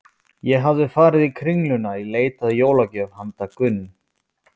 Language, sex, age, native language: Icelandic, male, 20-29, Icelandic